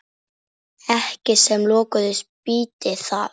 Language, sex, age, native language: Icelandic, female, 10, Icelandic